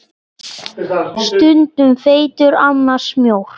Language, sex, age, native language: Icelandic, male, 9, Icelandic